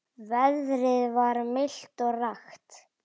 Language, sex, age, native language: Icelandic, male, 9, Icelandic